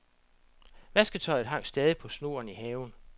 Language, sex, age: Danish, male, 47